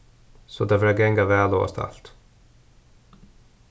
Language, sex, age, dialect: Faroese, male, 36-60, Suðurstreymoy